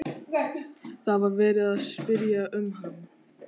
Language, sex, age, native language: Icelandic, male, 13, Icelandic